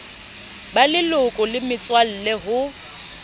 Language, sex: Southern Sotho, female